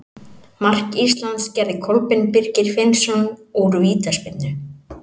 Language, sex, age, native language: Icelandic, male, 18-19, Icelandic